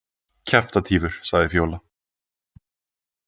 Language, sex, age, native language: Icelandic, male, 20-29, Icelandic